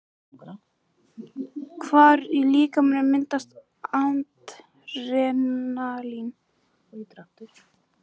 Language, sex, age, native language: Icelandic, male, 18-19, Icelandic